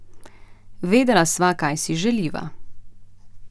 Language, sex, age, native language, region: Slovenian, female, 30-49, Slovenian, Central Slovenia